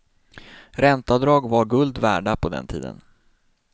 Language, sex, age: Swedish, male, 26